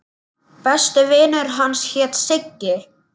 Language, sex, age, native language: Icelandic, male, 10, Icelandic